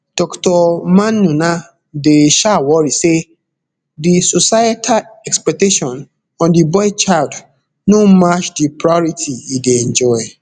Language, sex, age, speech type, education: Nigerian Pidgin, male, 15-29, spontaneous, tertiary